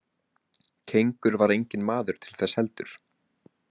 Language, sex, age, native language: Icelandic, male, 18-19, Icelandic